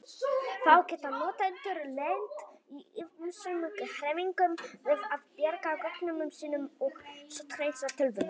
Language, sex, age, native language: Icelandic, female, 18-19, Icelandic